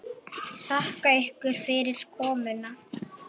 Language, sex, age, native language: Icelandic, male, 9, Icelandic